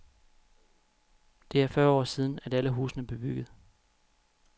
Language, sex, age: Danish, male, 31